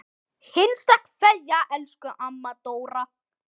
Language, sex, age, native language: Icelandic, male, 10, Icelandic